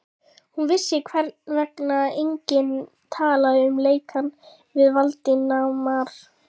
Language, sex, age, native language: Icelandic, female, 11, Icelandic